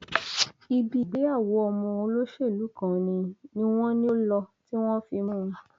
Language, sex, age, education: Yoruba, female, 30-45, tertiary